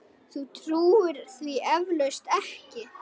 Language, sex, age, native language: Icelandic, male, 9, Icelandic